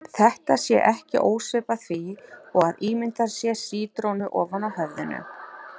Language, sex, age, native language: Icelandic, female, 40-49, Icelandic